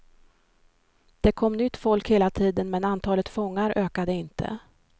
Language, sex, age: Swedish, female, 53